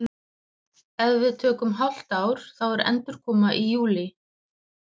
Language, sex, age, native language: Icelandic, female, 40-49, Icelandic